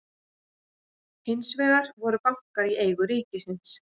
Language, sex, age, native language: Icelandic, female, 40-49, Icelandic